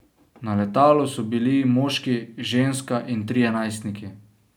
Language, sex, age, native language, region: Slovenian, male, 18-29, Slovenian, Savinja region